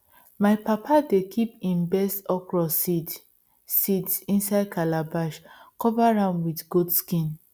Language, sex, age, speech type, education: Nigerian Pidgin, female, 15-29, spontaneous, tertiary